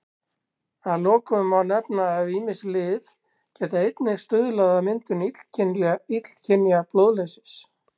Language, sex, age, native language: Icelandic, male, 60-69, Icelandic